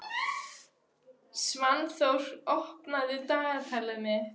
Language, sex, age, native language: Icelandic, female, 13, Icelandic